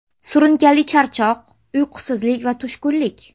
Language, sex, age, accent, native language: Uzbek, female, under 19, Namangan, Uzbek